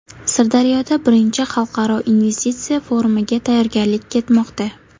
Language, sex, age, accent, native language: Uzbek, female, 18-24, Toshkent shahri, Uzbek